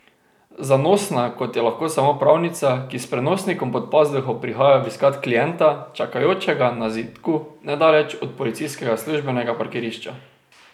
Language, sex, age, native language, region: Slovenian, male, 18-29, Slovenian, Drava region